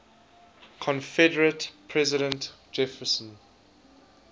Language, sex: English, male